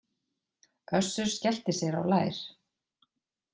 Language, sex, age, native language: Icelandic, female, 40-49, Icelandic